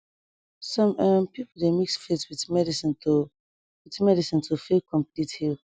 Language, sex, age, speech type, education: Nigerian Pidgin, female, 15-29, spontaneous, tertiary